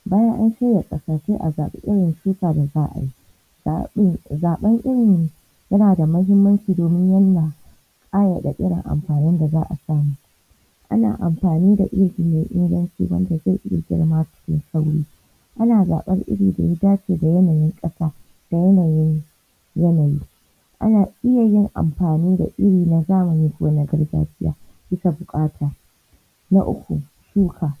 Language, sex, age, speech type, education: Hausa, female, 15-29, spontaneous, tertiary